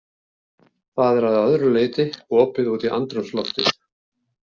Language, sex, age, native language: Icelandic, male, 70-79, Icelandic